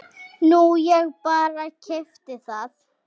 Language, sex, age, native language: Icelandic, female, 7, Icelandic